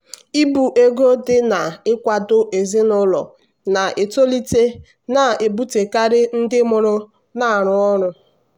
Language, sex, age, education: Igbo, female, 15-29, tertiary